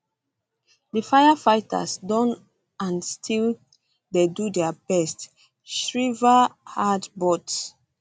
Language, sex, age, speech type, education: Nigerian Pidgin, female, 15-29, spontaneous, tertiary